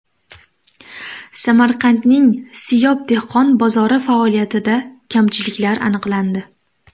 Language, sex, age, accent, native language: Uzbek, female, 18-24, Namangan, Uzbek